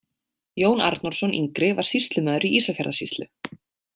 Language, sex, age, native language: Icelandic, female, 20-29, Icelandic